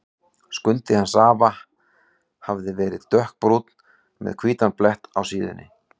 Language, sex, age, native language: Icelandic, male, 40-49, Icelandic